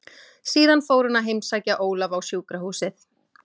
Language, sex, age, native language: Icelandic, female, 20-29, Icelandic